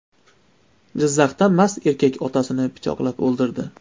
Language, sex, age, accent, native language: Uzbek, male, 25-34, Andijon, Uzbek